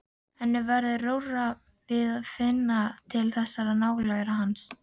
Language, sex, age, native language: Icelandic, female, 12, Icelandic